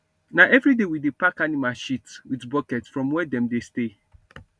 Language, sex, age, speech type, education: Nigerian Pidgin, male, 15-29, spontaneous, tertiary